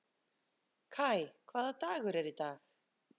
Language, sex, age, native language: Icelandic, female, 30-39, Icelandic